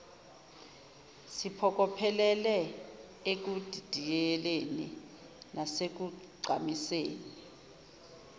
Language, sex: Zulu, female